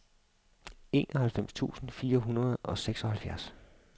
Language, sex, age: Danish, male, 52